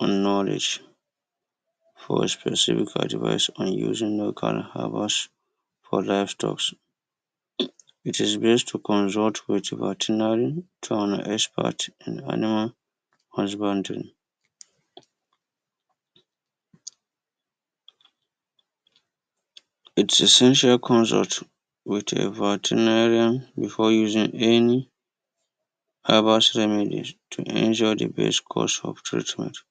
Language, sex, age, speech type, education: Hausa, male, 30-45, spontaneous, tertiary